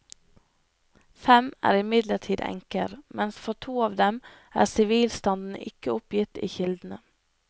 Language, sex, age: Norwegian, female, 25